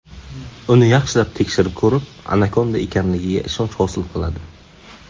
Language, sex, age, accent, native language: Uzbek, male, 18-24, Qashqadaryo, Uzbek